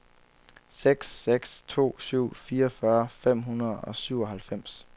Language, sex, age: Danish, male, 23